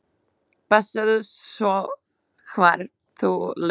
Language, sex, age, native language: Icelandic, female, 7, Slovak